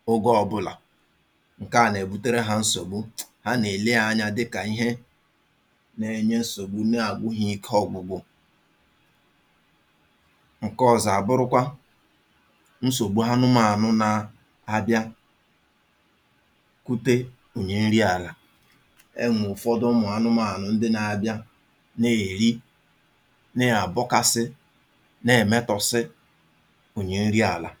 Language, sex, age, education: Igbo, male, 30-45, tertiary